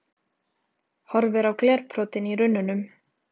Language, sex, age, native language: Icelandic, female, 18-19, Icelandic